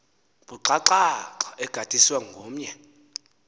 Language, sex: Xhosa, male